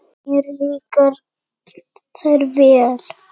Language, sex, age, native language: Icelandic, female, 8, Icelandic